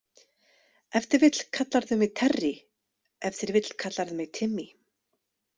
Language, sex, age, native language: Icelandic, female, 30-39, Icelandic